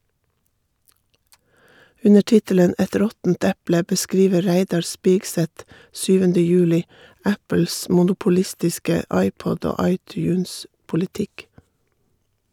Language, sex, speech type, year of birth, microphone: Norwegian, female, read, 1958, Shure